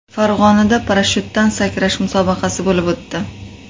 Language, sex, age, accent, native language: Uzbek, female, 25-34, Qoraqalpog'iston, Uzbek